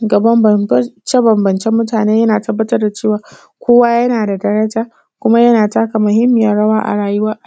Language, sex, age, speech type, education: Hausa, female, 15-29, spontaneous, tertiary